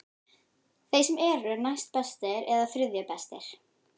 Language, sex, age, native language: Icelandic, female, 12, Icelandic